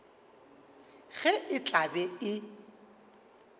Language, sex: Northern Sotho, male